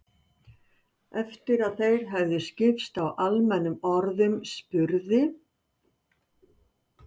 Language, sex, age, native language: Icelandic, female, 60-69, Icelandic